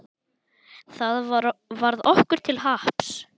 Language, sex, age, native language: Icelandic, male, 10, Icelandic